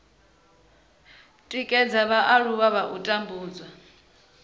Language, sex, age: Venda, female, 23